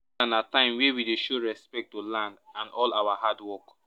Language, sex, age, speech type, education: Nigerian Pidgin, male, 15-29, spontaneous, secondary